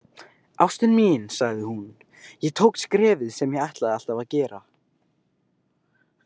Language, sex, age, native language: Icelandic, male, 18-19, Icelandic